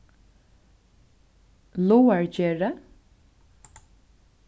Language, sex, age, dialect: Faroese, female, 15-35, Suðurstreymoy